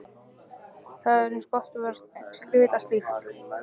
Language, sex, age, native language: Icelandic, male, 13, Icelandic